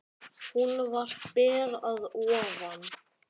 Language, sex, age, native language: Icelandic, male, 9, Icelandic